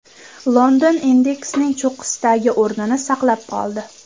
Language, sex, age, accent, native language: Uzbek, female, 18-24, Samarqand, Uzbek